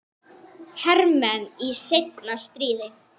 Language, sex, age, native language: Icelandic, female, 10, Icelandic